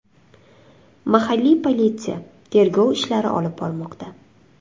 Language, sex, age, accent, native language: Uzbek, female, 25-34, Surxondaryo, Uzbek